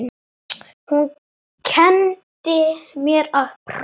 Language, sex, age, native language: Icelandic, male, 8, Icelandic